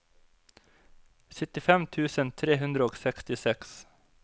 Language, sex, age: Norwegian, male, 25